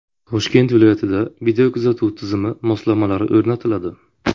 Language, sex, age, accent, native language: Uzbek, male, 25-34, Buxoro, Uzbek